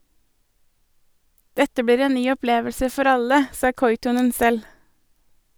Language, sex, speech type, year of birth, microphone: Norwegian, female, read, 1983, Sennheiser